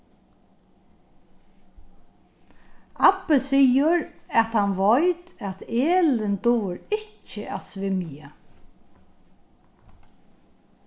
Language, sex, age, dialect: Faroese, female, 61+, Norðurstreymoy/Eysturoy